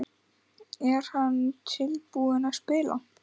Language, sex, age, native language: Icelandic, male, 10, Icelandic